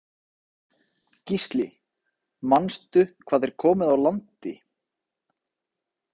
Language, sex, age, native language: Icelandic, male, 30-39, Icelandic